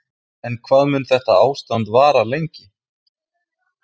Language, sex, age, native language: Icelandic, male, 20-29, Icelandic